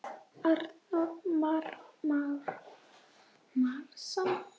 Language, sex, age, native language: Icelandic, female, 8, Icelandic